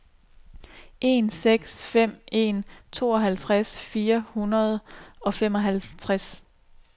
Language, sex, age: Danish, female, 29